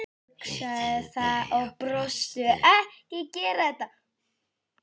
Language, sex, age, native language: Icelandic, male, 8, Icelandic